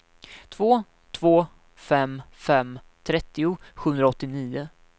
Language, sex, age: Swedish, male, 19